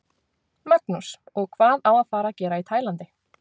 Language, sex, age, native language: Icelandic, female, 20-29, Icelandic